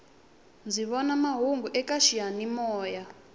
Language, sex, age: Tsonga, female, 20